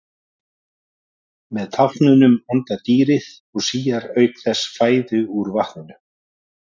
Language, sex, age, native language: Icelandic, male, 40-49, Icelandic